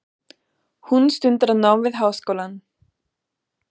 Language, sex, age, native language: Icelandic, female, 20-29, German